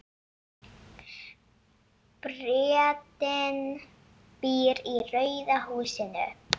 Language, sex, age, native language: Icelandic, female, 7, Icelandic